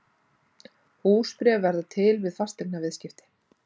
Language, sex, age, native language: Icelandic, female, 40-49, Icelandic